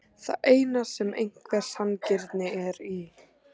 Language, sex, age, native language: Icelandic, female, 14, Icelandic